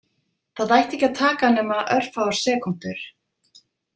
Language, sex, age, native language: Icelandic, female, 50-59, Icelandic